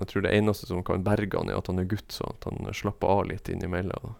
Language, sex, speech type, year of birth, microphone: Norwegian, male, spontaneous, 1972, Sennheiser